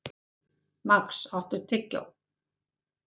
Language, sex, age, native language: Icelandic, female, 70-79, Icelandic